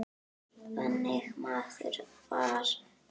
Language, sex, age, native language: Icelandic, female, 9, Icelandic